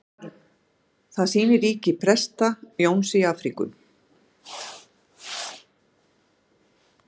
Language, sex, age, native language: Icelandic, female, 60-69, Icelandic